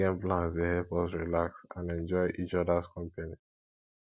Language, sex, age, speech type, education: Nigerian Pidgin, male, 15-29, spontaneous, tertiary